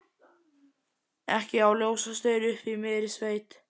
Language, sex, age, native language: Icelandic, male, 11, Icelandic